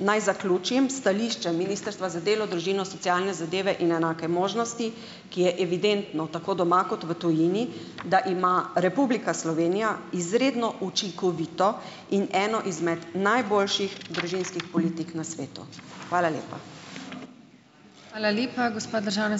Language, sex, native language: Slovenian, female, Slovenian